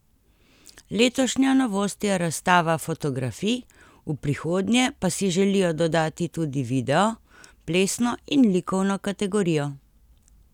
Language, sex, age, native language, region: Slovenian, female, 50-59, Slovenian, Central Slovenia